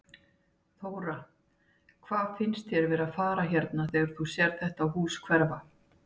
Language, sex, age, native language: Icelandic, female, 50-59, Icelandic